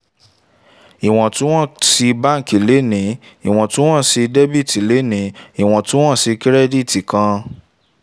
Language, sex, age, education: Yoruba, male, 15-29, tertiary